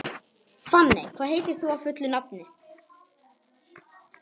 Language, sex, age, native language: Icelandic, male, 18-19, Polish